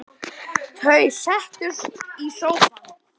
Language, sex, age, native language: Icelandic, male, 10, Icelandic